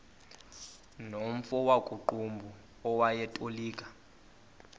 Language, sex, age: Xhosa, male, 22